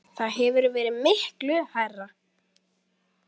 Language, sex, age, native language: Icelandic, female, 10, Icelandic